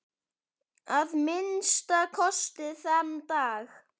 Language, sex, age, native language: Icelandic, male, 10, Icelandic